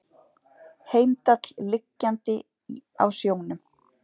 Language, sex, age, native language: Icelandic, female, 40-49, Icelandic